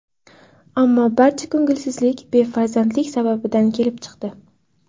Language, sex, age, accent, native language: Uzbek, female, 18-24, Farg'ona, Uzbek